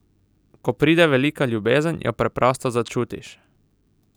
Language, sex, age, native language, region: Slovenian, male, 18-29, Slovenian, Southeast Slovenia